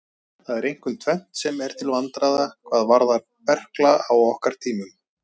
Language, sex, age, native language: Icelandic, male, 40-49, Icelandic